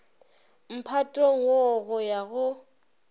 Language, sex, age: Northern Sotho, female, 26